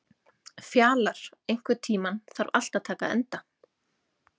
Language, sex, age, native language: Icelandic, female, 30-39, Icelandic